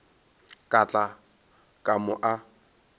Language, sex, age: Northern Sotho, male, 22